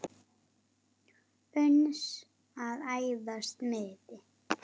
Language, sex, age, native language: Icelandic, female, 8, Icelandic